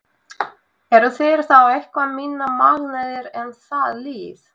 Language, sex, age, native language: Icelandic, female, 20-29, Russian